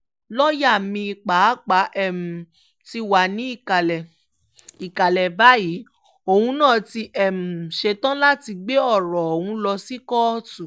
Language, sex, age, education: Yoruba, female, 15-29, tertiary